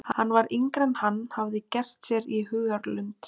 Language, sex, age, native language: Icelandic, female, 20-29, Icelandic